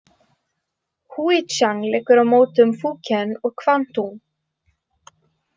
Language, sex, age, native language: Icelandic, female, 20-29, Icelandic